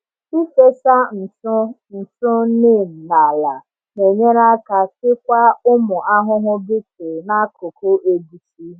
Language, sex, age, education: Igbo, female, 30-45, tertiary